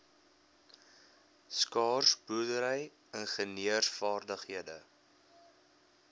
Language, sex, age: Afrikaans, male, 21